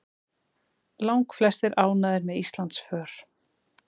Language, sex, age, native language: Icelandic, female, 30-39, Icelandic